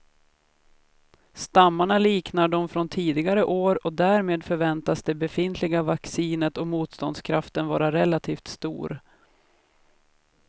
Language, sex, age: Swedish, female, 33